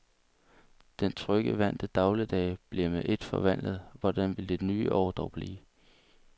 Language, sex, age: Danish, male, 22